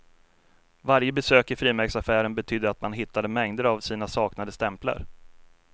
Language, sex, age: Swedish, male, 33